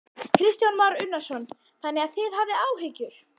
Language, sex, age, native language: Icelandic, female, 11, Icelandic